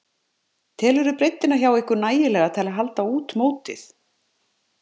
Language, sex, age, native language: Icelandic, male, 50-59, Icelandic